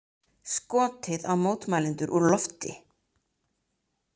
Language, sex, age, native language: Icelandic, female, 30-39, Icelandic